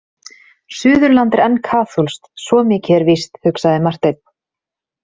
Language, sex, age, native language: Icelandic, female, 30-39, Icelandic